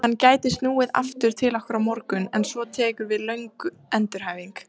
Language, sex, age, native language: Icelandic, female, 30-39, Icelandic